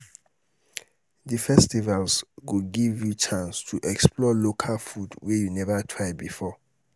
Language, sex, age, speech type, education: Nigerian Pidgin, male, 30-45, spontaneous, tertiary